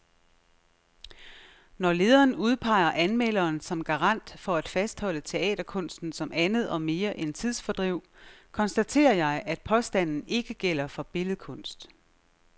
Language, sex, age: Danish, female, 36